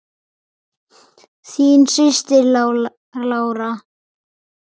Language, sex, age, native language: Icelandic, male, 8, Icelandic